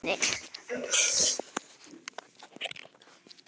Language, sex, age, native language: Icelandic, female, 10, Icelandic